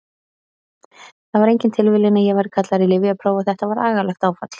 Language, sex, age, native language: Icelandic, female, 30-39, Icelandic